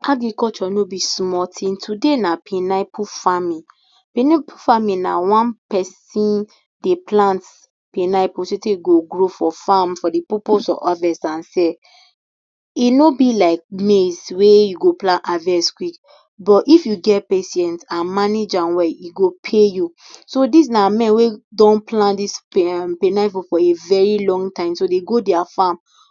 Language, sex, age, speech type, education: Nigerian Pidgin, female, 46-60, spontaneous, tertiary